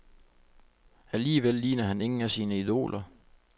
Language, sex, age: Danish, male, 25